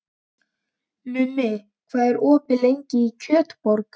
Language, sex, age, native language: Icelandic, male, 12, Icelandic